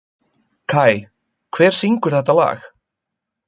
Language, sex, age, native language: Icelandic, male, 20-29, Icelandic